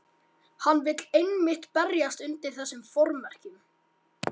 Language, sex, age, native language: Icelandic, male, 18-19, Icelandic